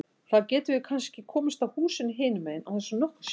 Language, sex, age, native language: Icelandic, female, 60-69, Icelandic